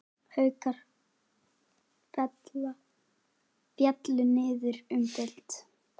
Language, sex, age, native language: Icelandic, male, 9, Icelandic